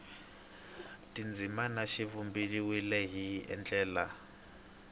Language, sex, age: Tsonga, male, 22